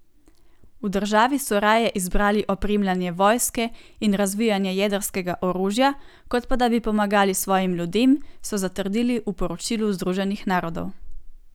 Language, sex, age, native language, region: Slovenian, female, 18-29, Slovenian, Gorenjska region